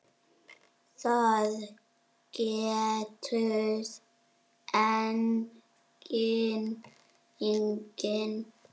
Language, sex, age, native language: Icelandic, male, 6, Icelandic